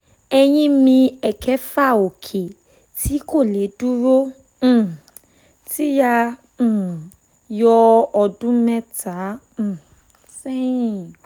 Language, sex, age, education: Yoruba, female, 15-29, tertiary